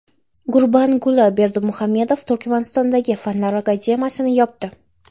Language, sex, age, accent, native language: Uzbek, female, 18-24, Toshkent shahri, Uzbek